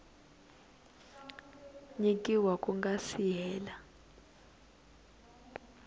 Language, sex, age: Tsonga, female, 19